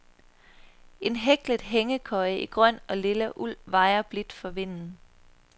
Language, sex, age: Danish, female, 23